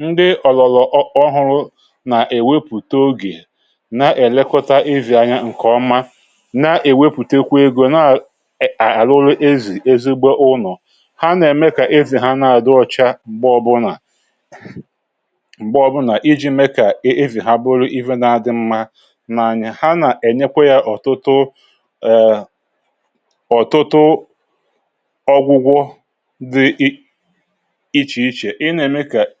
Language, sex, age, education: Igbo, male, 46-60, tertiary